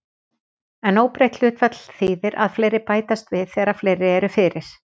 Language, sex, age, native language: Icelandic, female, 40-49, Icelandic